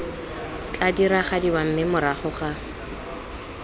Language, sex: Tswana, female